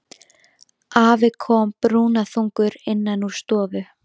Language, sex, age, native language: Icelandic, female, 13, Icelandic